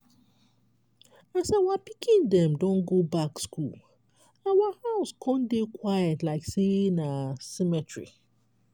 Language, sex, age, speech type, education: Nigerian Pidgin, female, 30-45, spontaneous, tertiary